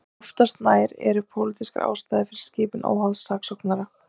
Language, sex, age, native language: Icelandic, female, 30-39, Icelandic